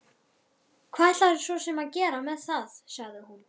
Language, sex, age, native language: Icelandic, female, 12, Icelandic